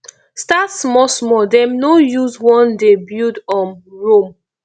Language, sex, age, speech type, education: Nigerian Pidgin, female, 15-29, spontaneous, tertiary